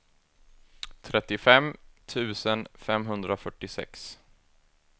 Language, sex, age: Swedish, male, 24